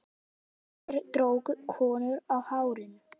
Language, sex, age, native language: Icelandic, male, 10, Icelandic